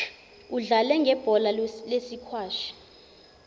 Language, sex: Zulu, female